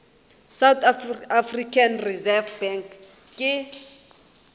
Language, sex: Northern Sotho, female